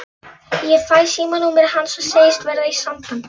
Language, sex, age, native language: Icelandic, female, 11, Polish